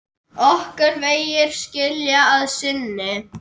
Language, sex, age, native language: Icelandic, male, 10, Icelandic